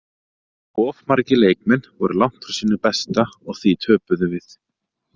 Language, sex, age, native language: Icelandic, male, 30-39, Icelandic